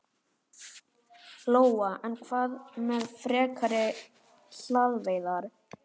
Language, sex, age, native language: Icelandic, male, 11, Icelandic